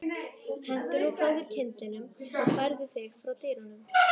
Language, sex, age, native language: Icelandic, female, 12, Icelandic